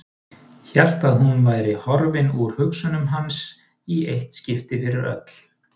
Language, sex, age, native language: Icelandic, male, 30-39, Icelandic